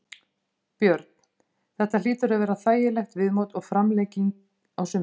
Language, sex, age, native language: Icelandic, female, 50-59, Icelandic